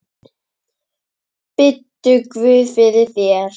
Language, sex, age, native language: Icelandic, female, 10, Icelandic